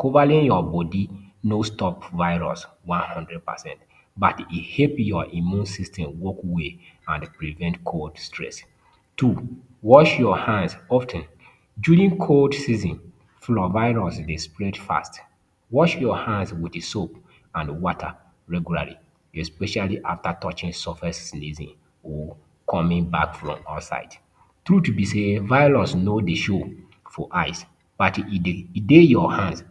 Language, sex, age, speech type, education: Nigerian Pidgin, male, 30-45, spontaneous, tertiary